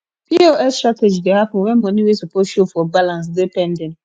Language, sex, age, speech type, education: Nigerian Pidgin, female, 15-29, spontaneous, tertiary